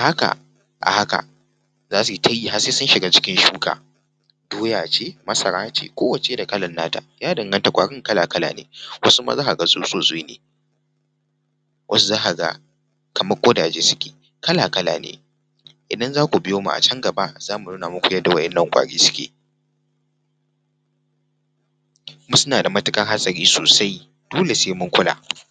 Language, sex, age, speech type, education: Hausa, male, 15-29, spontaneous, tertiary